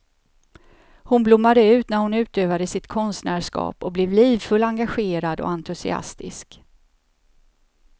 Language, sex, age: Swedish, female, 54